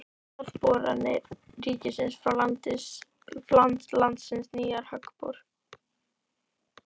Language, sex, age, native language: Icelandic, female, 12, Icelandic